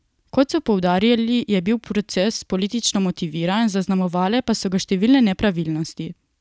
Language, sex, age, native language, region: Slovenian, female, 18-29, Slovenian, Coastal Karst region